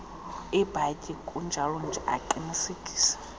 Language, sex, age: Xhosa, female, 35